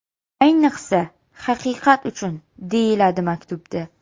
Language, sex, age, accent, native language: Uzbek, female, 18-24, Sirdaryo, Uzbek